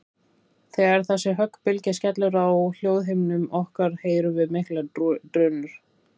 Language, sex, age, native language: Icelandic, female, 30-39, Icelandic